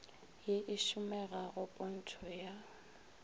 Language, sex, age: Northern Sotho, female, 22